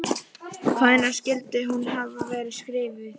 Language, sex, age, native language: Icelandic, male, 11, Icelandic